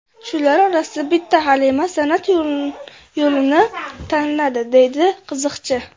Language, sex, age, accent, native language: Uzbek, female, under 19, Namangan, Uzbek